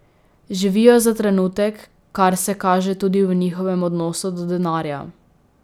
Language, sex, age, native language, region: Slovenian, female, 18-29, Slovenian, Drava region